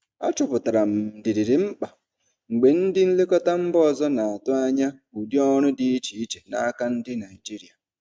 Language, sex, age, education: Igbo, male, 30-45, tertiary